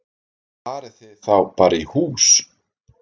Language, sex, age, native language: Icelandic, male, 30-39, Icelandic